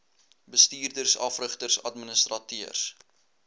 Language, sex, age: Afrikaans, male, 21